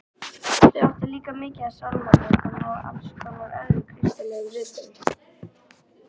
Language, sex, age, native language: Icelandic, female, 18-19, Icelandic